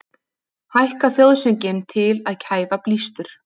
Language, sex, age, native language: Icelandic, female, 20-29, Icelandic